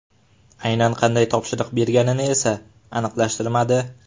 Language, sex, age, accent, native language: Uzbek, male, 18-24, Farg'ona, Uzbek